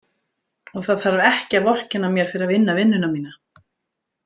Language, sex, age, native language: Icelandic, female, 50-59, Icelandic